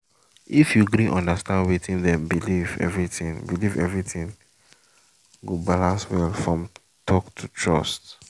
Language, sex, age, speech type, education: Nigerian Pidgin, male, 15-29, spontaneous, secondary